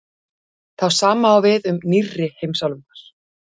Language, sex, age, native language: Icelandic, female, 40-49, Icelandic